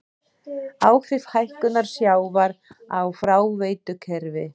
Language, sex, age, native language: Icelandic, female, 30-39, Icelandic